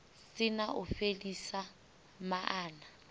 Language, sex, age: Venda, female, 18